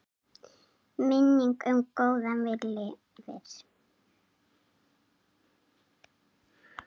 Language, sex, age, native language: Icelandic, female, 7, Icelandic